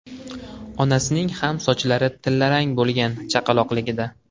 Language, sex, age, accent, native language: Uzbek, male, 18-24, Farg'ona, Uzbek